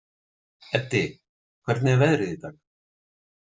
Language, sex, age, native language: Icelandic, male, 40-49, Icelandic